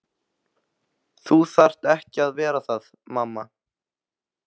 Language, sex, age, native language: Icelandic, male, 15, Icelandic